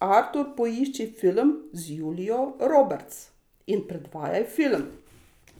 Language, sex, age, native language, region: Slovenian, female, 60+, Slovenian, Savinja region